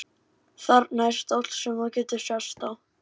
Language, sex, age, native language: Icelandic, male, 11, Icelandic